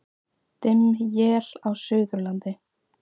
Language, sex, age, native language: Icelandic, female, 18-19, Icelandic